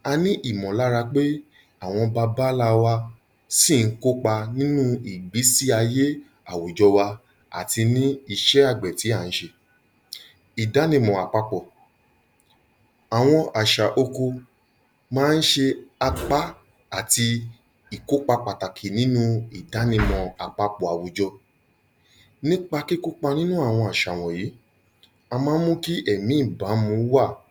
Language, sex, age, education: Yoruba, male, 30-45, tertiary